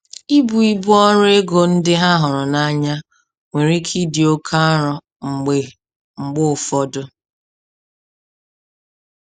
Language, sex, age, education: Igbo, female, 30-45, tertiary